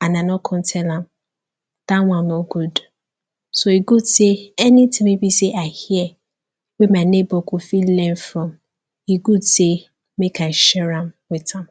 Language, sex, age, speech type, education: Nigerian Pidgin, female, 15-29, spontaneous, tertiary